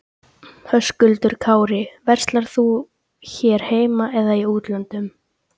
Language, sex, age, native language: Icelandic, male, 13, Icelandic